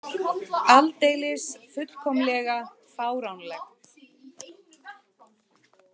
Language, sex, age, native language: Icelandic, female, 30-39, Icelandic